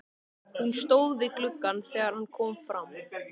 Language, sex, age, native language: Icelandic, male, 13, Icelandic